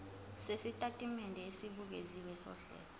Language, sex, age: Zulu, female, 20